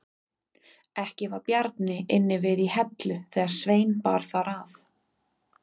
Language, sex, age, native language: Icelandic, female, 30-39, Icelandic